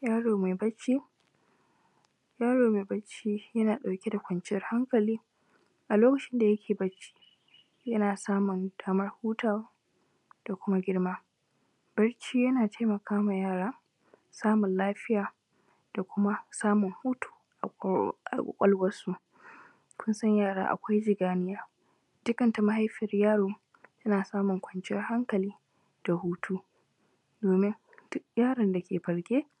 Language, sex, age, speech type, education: Hausa, female, 15-29, spontaneous, tertiary